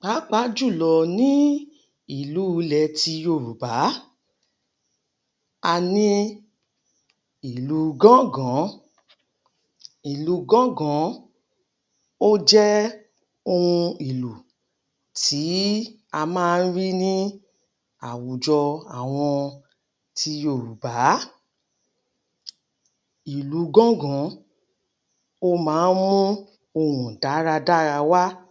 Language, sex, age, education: Yoruba, female, 30-45, tertiary